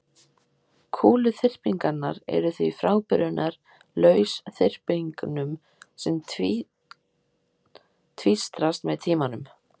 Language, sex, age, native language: Icelandic, female, 18-19, Icelandic